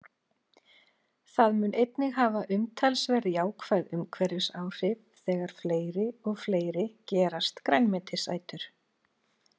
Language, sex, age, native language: Icelandic, female, 40-49, Icelandic